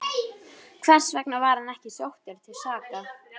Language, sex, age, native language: Icelandic, female, 12, Icelandic